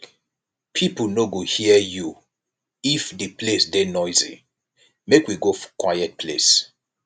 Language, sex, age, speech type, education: Nigerian Pidgin, male, 30-45, spontaneous, tertiary